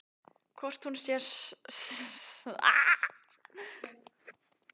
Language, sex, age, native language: Icelandic, female, 18-19, Icelandic